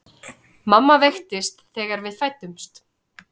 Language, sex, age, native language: Icelandic, female, 30-39, Icelandic